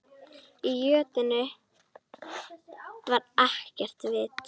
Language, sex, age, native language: Icelandic, female, 10, Icelandic